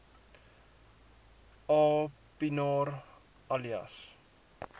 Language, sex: Afrikaans, male